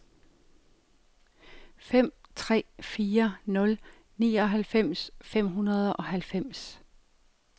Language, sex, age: Danish, female, 45